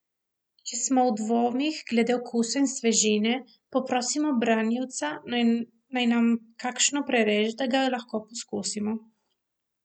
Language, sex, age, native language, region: Slovenian, female, 18-29, Slovenian, Primorsko-notranjska region